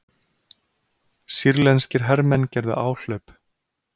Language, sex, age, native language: Icelandic, male, 30-39, Icelandic